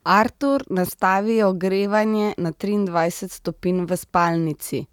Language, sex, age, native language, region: Slovenian, female, 30-49, Slovenian, Central Slovenia